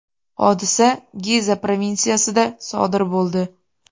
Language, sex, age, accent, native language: Uzbek, female, 18-24, Farg'ona, Uzbek